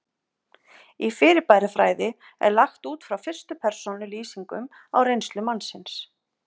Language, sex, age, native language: Icelandic, female, 50-59, Icelandic